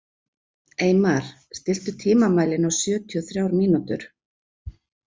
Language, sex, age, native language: Icelandic, female, 40-49, Icelandic